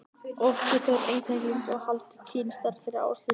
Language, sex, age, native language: Icelandic, male, 20-29, Icelandic